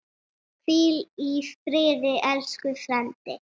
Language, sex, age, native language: Icelandic, female, 6, Icelandic